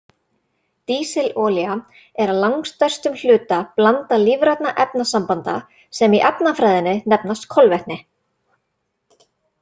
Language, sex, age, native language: Icelandic, female, 30-39, Icelandic